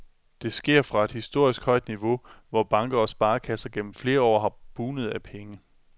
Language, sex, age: Danish, male, 27